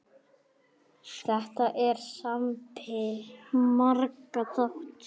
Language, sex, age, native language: Icelandic, male, 9, Icelandic